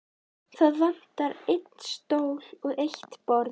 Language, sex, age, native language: Icelandic, female, 11, Icelandic